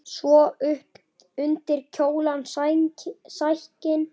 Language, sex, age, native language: Icelandic, male, 8, Icelandic